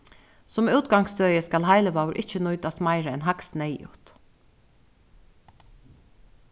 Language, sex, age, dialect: Faroese, female, 36-60, Suðuroy